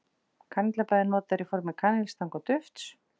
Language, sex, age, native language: Icelandic, female, 40-49, Icelandic